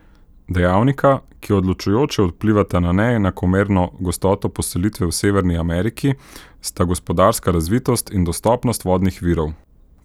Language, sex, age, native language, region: Slovenian, male, 18-29, Slovenian, Central Slovenia